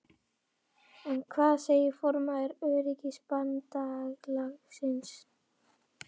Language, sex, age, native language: Icelandic, female, 11, Icelandic